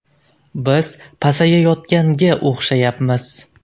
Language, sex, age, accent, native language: Uzbek, male, 19-29, Andijon, Uzbek